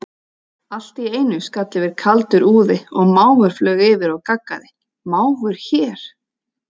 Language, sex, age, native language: Icelandic, female, 30-39, Icelandic